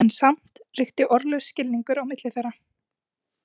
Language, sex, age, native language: Icelandic, female, 20-29, Icelandic